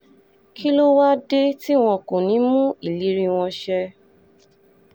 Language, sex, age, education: Yoruba, female, 15-29, tertiary